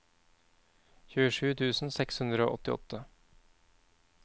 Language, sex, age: Norwegian, male, 31